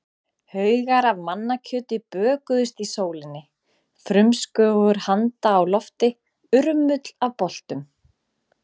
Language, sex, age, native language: Icelandic, female, 30-39, Icelandic